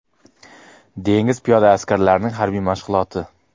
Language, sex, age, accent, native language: Uzbek, male, 25-34, Qoraqalpog'iston, Uzbek